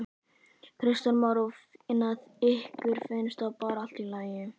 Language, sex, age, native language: Icelandic, male, 11, Icelandic